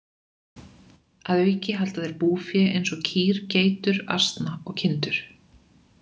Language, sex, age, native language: Icelandic, female, 20-29, Icelandic